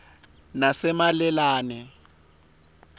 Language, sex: Swati, male